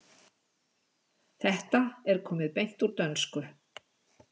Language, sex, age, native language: Icelandic, female, 60-69, Icelandic